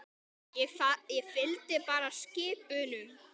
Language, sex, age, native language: Icelandic, male, 10, Icelandic